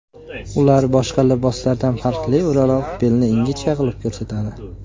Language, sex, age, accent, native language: Uzbek, male, 19-29, Andijon, Uzbek